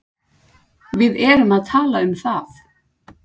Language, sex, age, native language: Icelandic, female, 40-49, Icelandic